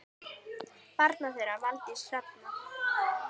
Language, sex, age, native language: Icelandic, female, 10, Icelandic